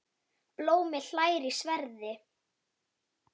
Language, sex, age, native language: Icelandic, female, 9, Icelandic